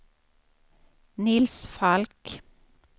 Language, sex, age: Swedish, female, 56